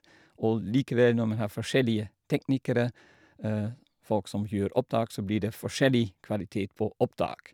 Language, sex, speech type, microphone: Norwegian, male, spontaneous, Shure